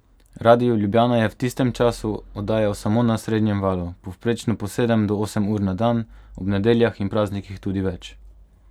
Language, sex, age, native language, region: Slovenian, male, 18-29, Slovenian, Pomurje region